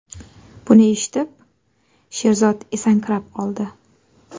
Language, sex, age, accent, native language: Uzbek, female, 18-24, Qashqadaryo, Uzbek